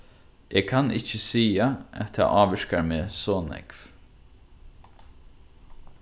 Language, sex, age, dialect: Faroese, male, 15-35, Norðurstreymoy/Eysturoy